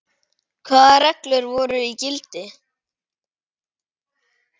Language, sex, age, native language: Icelandic, female, 10, Icelandic